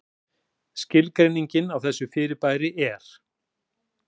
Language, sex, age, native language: Icelandic, male, 40-49, Icelandic